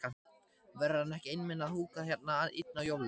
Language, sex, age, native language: Icelandic, male, 14, Icelandic